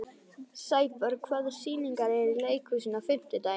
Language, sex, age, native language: Icelandic, female, 11, Icelandic